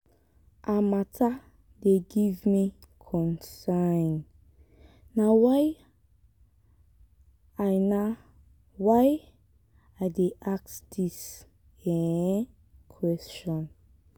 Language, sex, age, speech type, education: Nigerian Pidgin, female, 15-29, spontaneous, tertiary